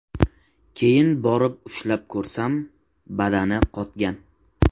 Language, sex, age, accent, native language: Uzbek, male, 18-24, Qashqadaryo, Uzbek